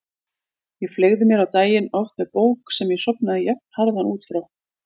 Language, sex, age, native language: Icelandic, female, 40-49, Icelandic